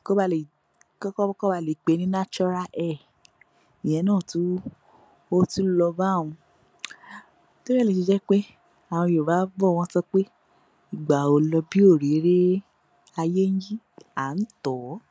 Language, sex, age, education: Yoruba, female, 46-60, tertiary